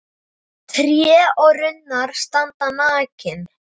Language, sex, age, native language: Icelandic, male, 9, Icelandic